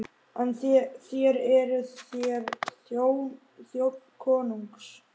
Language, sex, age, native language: Icelandic, male, 11, Icelandic